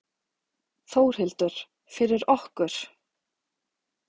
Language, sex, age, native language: Icelandic, female, 40-49, Icelandic